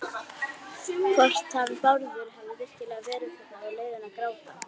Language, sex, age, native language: Icelandic, female, 60-69, Icelandic